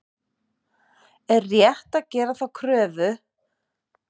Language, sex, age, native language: Icelandic, female, 50-59, Icelandic